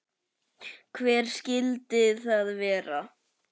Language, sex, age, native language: Icelandic, male, 10, Icelandic